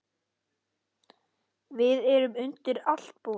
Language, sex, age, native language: Icelandic, male, 8, Icelandic